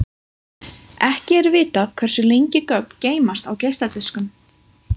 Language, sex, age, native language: Icelandic, female, 20-29, Icelandic